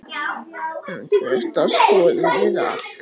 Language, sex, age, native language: Icelandic, male, 10, Icelandic